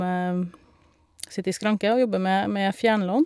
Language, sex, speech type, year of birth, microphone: Norwegian, female, spontaneous, 1972, Shure